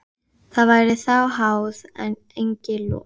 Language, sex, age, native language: Icelandic, female, 11, Icelandic